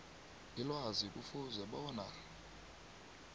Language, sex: South Ndebele, male